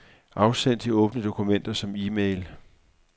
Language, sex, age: Danish, male, 44